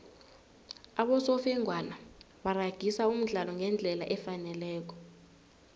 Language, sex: South Ndebele, female